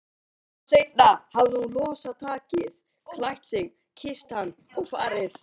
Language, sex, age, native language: Icelandic, male, 18-19, Icelandic